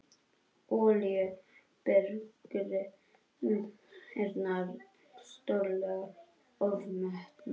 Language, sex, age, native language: Icelandic, male, 21, Icelandic